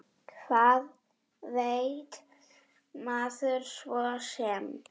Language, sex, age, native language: Icelandic, female, 7, Polish